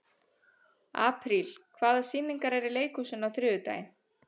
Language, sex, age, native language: Icelandic, female, 30-39, Icelandic